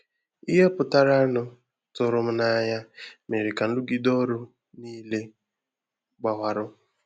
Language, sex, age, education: Igbo, male, 15-29, tertiary